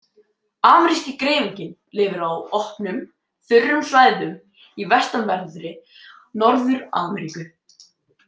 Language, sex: Icelandic, male